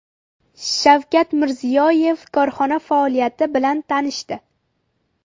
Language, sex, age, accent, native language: Uzbek, female, under 19, Andijon, Uzbek